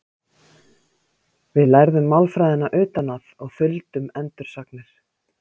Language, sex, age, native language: Icelandic, female, 50-59, Icelandic